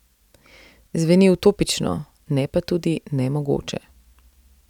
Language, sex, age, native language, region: Slovenian, female, 30-49, Slovenian, Central Slovenia